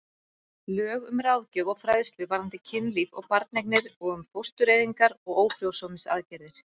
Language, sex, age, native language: Icelandic, female, 40-49, Icelandic